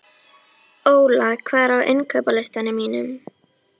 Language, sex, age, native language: Icelandic, female, 13, Icelandic